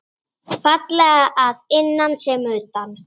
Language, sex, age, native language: Icelandic, female, 8, Icelandic